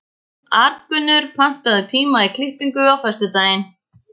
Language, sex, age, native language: Icelandic, female, 14, Icelandic